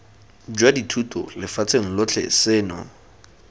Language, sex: Tswana, male